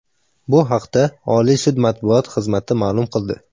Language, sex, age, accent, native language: Uzbek, male, under 19, Samarqand, Uzbek